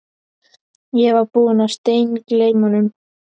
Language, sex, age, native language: Icelandic, male, 11, Icelandic